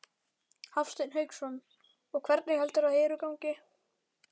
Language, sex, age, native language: Icelandic, male, 11, Icelandic